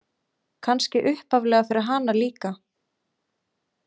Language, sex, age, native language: Icelandic, female, 20-29, Icelandic